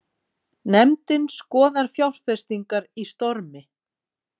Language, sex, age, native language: Icelandic, female, 40-49, Icelandic